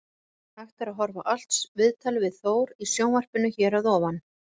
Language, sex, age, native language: Icelandic, female, 40-49, Icelandic